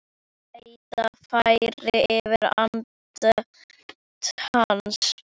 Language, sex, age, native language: Icelandic, female, 9, Icelandic